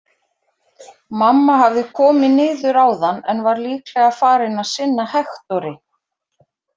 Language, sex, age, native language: Icelandic, female, 40-49, Icelandic